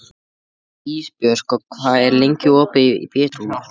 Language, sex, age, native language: Icelandic, male, 14, Icelandic